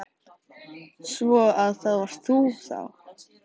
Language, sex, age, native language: Icelandic, male, 13, Icelandic